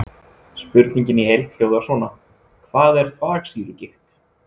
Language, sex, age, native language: Icelandic, male, 20-29, Icelandic